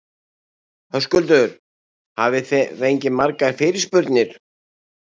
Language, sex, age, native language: Icelandic, male, 60-69, Icelandic